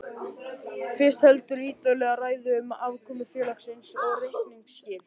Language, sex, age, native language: Icelandic, male, 13, Icelandic